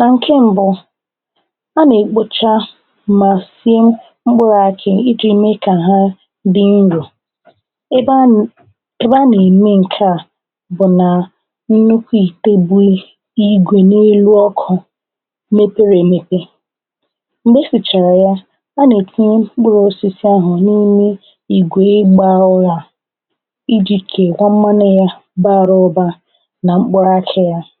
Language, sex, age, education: Igbo, female, 15-29, tertiary